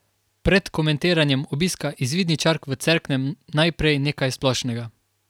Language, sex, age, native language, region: Slovenian, male, 18-29, Slovenian, Carinthia region